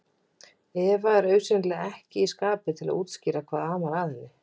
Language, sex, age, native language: Icelandic, female, 20-29, Icelandic